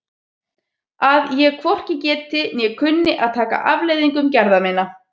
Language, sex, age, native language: Icelandic, female, 30-39, Icelandic